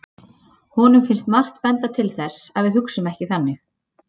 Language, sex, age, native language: Icelandic, female, 30-39, Icelandic